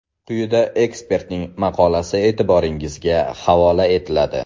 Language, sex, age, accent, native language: Uzbek, male, 18-24, Samarqand, Uzbek